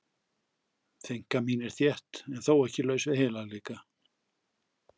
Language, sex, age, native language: Icelandic, male, 60-69, Icelandic